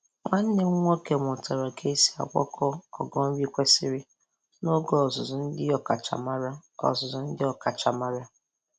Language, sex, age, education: Igbo, female, 15-29, tertiary